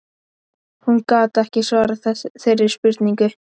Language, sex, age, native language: Icelandic, male, 11, Icelandic